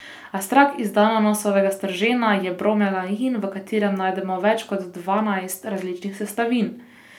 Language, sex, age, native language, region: Slovenian, female, 18-29, Slovenian, Posavska region